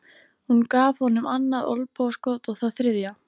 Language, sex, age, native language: Icelandic, female, 13, Icelandic